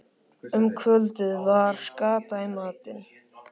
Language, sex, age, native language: Icelandic, male, 13, Icelandic